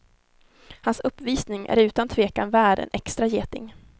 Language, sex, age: Swedish, female, 19